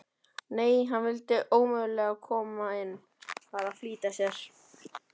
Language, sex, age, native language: Icelandic, male, 12, Icelandic